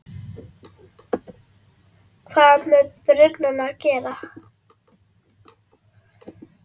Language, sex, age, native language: Icelandic, female, 9, Icelandic